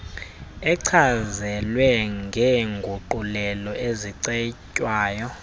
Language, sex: Xhosa, male